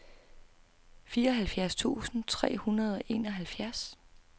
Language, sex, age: Danish, female, 32